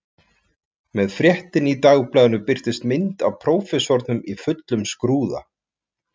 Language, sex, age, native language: Icelandic, male, 40-49, Icelandic